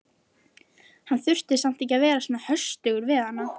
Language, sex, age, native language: Icelandic, female, 11, Icelandic